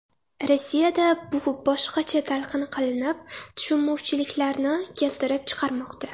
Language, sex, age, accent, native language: Uzbek, female, under 19, Toshkent shahri, Uzbek